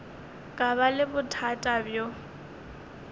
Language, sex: Northern Sotho, female